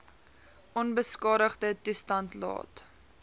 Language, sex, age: Afrikaans, female, 20